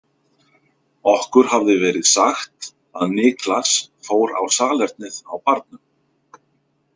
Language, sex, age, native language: Icelandic, male, 50-59, Icelandic